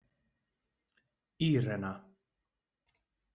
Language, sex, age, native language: Icelandic, male, 20-29, Icelandic